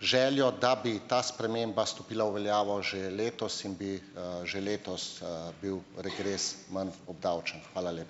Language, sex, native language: Slovenian, male, Slovenian